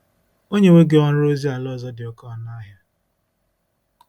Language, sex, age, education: Igbo, male, 15-29, tertiary